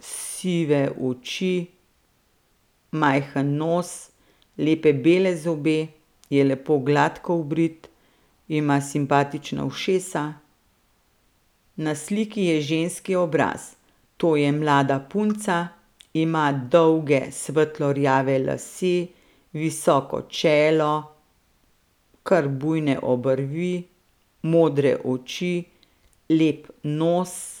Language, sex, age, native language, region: Slovenian, female, 50-59, Slovenian, Central Slovenia